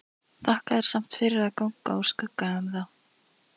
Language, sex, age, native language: Icelandic, female, 13, Icelandic